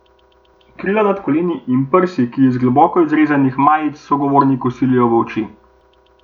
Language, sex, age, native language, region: Slovenian, male, 18-29, Slovenian, Gorenjska region